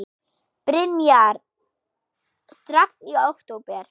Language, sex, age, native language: Icelandic, female, 6, German